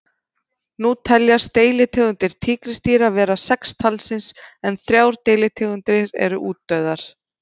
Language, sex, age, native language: Icelandic, female, 30-39, Icelandic